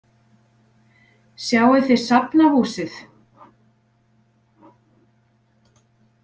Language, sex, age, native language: Icelandic, female, 40-49, Icelandic